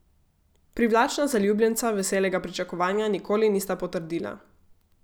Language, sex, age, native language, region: Slovenian, female, 18-29, Slovenian, Gorica region